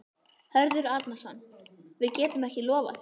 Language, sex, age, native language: Icelandic, female, 11, Icelandic